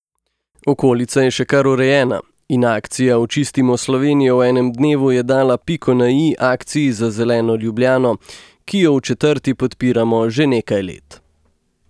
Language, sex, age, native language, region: Slovenian, male, 18-29, Slovenian, Gorenjska region